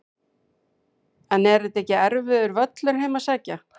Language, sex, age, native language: Icelandic, female, 40-49, Icelandic